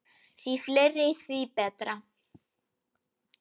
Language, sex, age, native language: Icelandic, female, 8, Icelandic